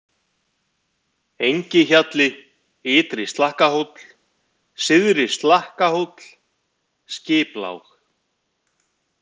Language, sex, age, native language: Icelandic, male, 50-59, Icelandic